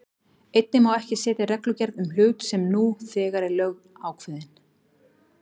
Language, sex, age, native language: Icelandic, female, 40-49, Icelandic